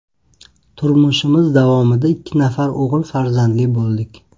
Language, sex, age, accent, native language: Uzbek, male, 25-34, Qashqadaryo, Uzbek